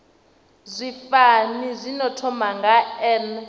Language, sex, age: Venda, female, 19